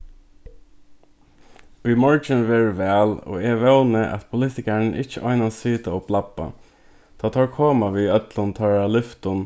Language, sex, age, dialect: Faroese, male, 15-35, Norðurstreymoy/Eysturoy